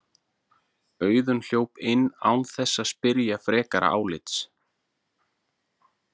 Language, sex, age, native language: Icelandic, male, 40-49, Icelandic